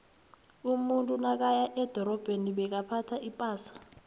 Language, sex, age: South Ndebele, female, 23